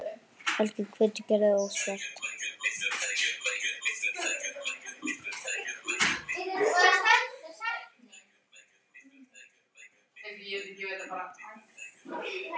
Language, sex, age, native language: Icelandic, male, 9, Icelandic